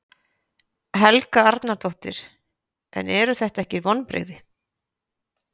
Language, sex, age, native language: Icelandic, female, 50-59, Icelandic